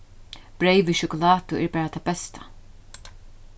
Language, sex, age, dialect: Faroese, female, 36-60, Norðuroyggjar